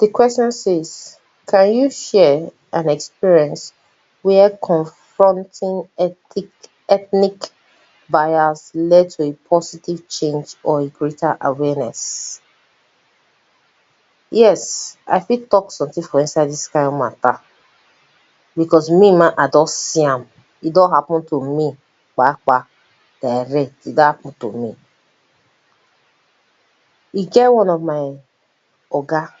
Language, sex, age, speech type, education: Nigerian Pidgin, female, 30-45, spontaneous, tertiary